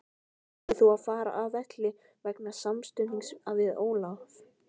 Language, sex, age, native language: Icelandic, female, 15, Icelandic